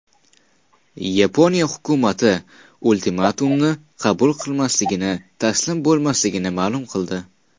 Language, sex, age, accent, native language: Uzbek, male, 19-29, Qashqadaryo, Uzbek